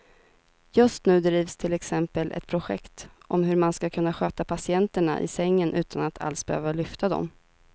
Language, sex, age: Swedish, female, 32